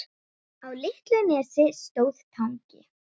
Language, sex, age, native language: Icelandic, female, 10, Icelandic